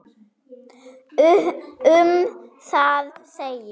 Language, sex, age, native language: Icelandic, female, 7, German